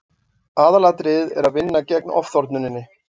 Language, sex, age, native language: Icelandic, male, 40-49, Icelandic